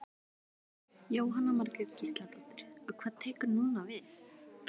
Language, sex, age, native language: Icelandic, female, 12, Icelandic